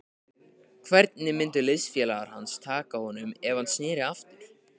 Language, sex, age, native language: Icelandic, male, 15, Icelandic